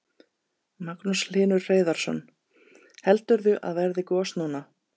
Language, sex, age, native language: Icelandic, female, 30-39, Icelandic